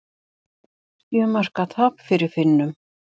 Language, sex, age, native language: Icelandic, female, 50-59, Icelandic